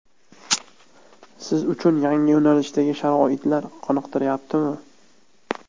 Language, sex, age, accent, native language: Uzbek, male, 18-24, Namangan, Uzbek